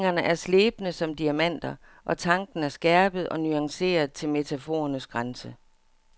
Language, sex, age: Danish, female, 57